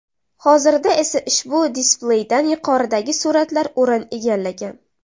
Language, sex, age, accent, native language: Uzbek, female, 18-24, Samarqand, Uzbek